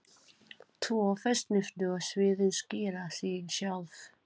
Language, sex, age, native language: Icelandic, female, 40-49, Filipino